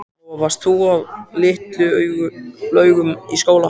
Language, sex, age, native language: Icelandic, male, 14, Icelandic